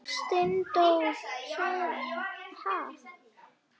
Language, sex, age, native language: Icelandic, female, 9, Icelandic